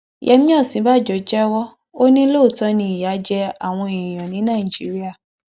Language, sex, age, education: Yoruba, female, 15-29, tertiary